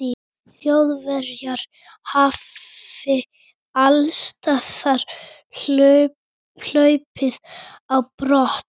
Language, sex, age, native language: Icelandic, female, 18-19, Icelandic